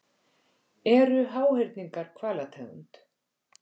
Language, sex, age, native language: Icelandic, female, 50-59, Icelandic